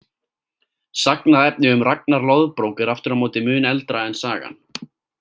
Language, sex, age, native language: Icelandic, male, 18-19, Icelandic